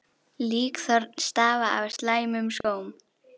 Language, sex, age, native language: Icelandic, female, 10, Icelandic